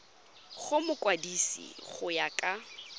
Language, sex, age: Tswana, female, 22